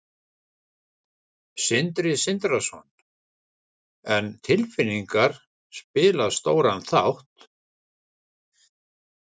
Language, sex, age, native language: Icelandic, male, 60-69, Icelandic